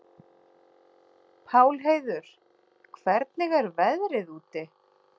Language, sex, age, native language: Icelandic, female, 40-49, Icelandic